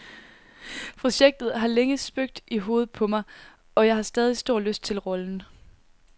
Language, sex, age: Danish, female, 19